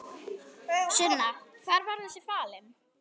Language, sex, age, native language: Icelandic, female, 10, Icelandic